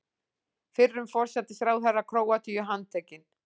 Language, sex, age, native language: Icelandic, female, 40-49, Icelandic